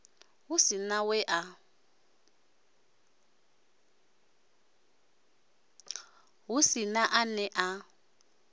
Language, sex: Venda, male